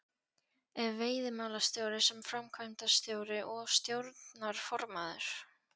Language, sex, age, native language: Icelandic, female, 14, Polish